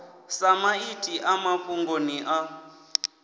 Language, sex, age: Venda, male, 19